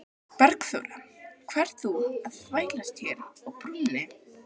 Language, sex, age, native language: Icelandic, other, 12, Icelandic